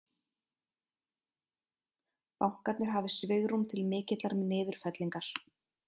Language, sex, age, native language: Icelandic, female, 30-39, Icelandic